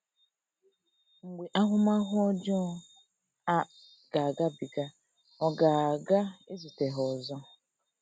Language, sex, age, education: Igbo, female, 15-29, tertiary